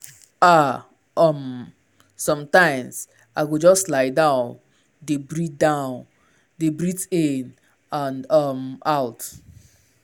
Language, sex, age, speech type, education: Nigerian Pidgin, male, 15-29, spontaneous, tertiary